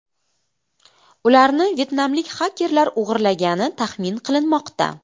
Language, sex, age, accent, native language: Uzbek, female, 25-34, Qashqadaryo, Uzbek